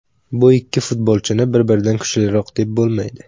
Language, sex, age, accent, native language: Uzbek, male, under 19, Samarqand, Uzbek